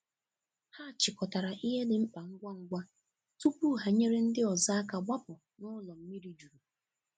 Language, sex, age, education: Igbo, female, 15-29, tertiary